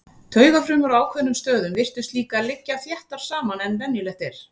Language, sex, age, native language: Icelandic, female, 40-49, Icelandic